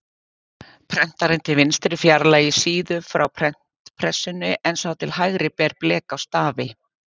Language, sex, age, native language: Icelandic, female, 50-59, Icelandic